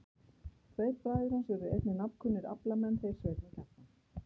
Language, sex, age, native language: Icelandic, female, 50-59, Icelandic